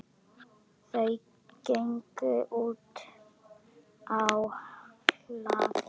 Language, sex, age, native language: Icelandic, female, 10, Icelandic